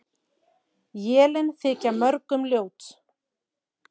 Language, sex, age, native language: Icelandic, female, 40-49, Icelandic